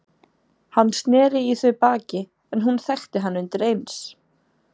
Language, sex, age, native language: Icelandic, female, 20-29, Icelandic